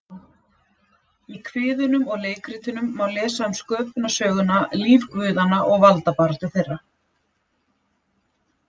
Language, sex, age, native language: Icelandic, female, 40-49, Icelandic